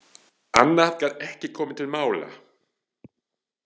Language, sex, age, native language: Icelandic, male, 40-49, French